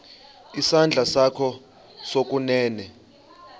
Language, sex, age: Xhosa, male, 35